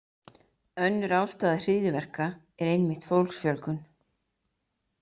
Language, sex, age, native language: Icelandic, female, 30-39, Icelandic